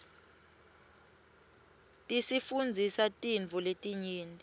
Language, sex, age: Swati, female, 21